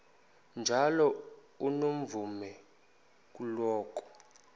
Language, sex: Xhosa, male